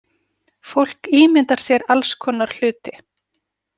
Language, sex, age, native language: Icelandic, female, 40-49, Icelandic